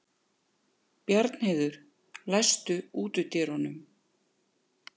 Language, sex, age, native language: Icelandic, female, 50-59, Icelandic